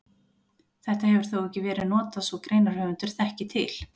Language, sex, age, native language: Icelandic, female, 40-49, Icelandic